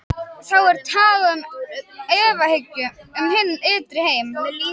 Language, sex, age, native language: Icelandic, male, 18-19, Icelandic